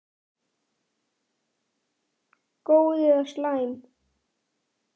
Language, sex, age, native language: Icelandic, male, 9, Icelandic